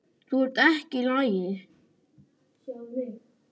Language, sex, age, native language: Icelandic, male, 10, Icelandic